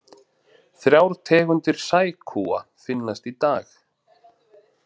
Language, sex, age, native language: Icelandic, male, 40-49, Icelandic